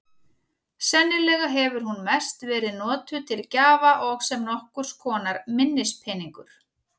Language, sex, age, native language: Icelandic, female, 40-49, Icelandic